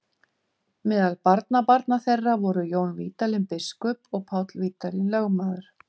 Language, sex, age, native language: Icelandic, female, 50-59, Icelandic